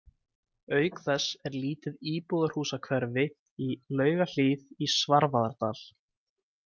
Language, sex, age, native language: Icelandic, male, 20-29, Icelandic